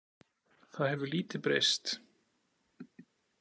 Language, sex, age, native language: Icelandic, male, 40-49, Icelandic